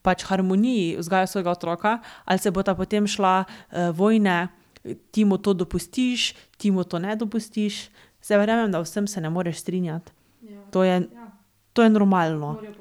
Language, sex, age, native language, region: Slovenian, female, 18-29, Slovenian, Drava region